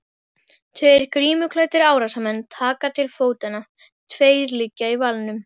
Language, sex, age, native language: Icelandic, female, 12, Icelandic